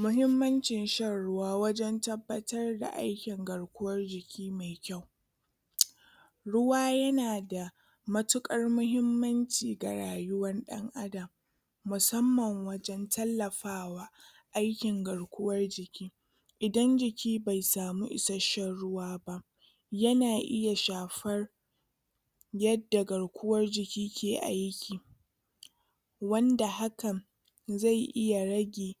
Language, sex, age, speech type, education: Hausa, female, 30-45, spontaneous, tertiary